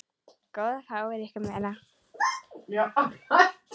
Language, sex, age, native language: Icelandic, female, 9, Icelandic